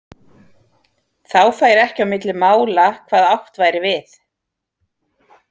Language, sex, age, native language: Icelandic, female, 40-49, Icelandic